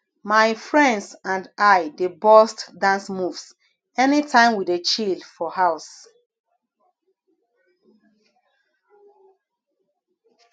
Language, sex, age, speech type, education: Nigerian Pidgin, female, 30-45, spontaneous, tertiary